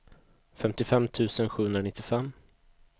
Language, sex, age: Swedish, male, 22